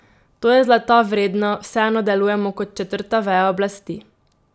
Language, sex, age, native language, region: Slovenian, female, 18-29, Slovenian, Drava region